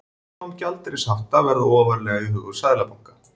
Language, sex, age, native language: Icelandic, male, 40-49, Icelandic